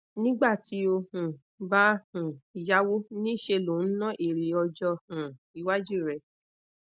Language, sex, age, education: Yoruba, female, 15-29, tertiary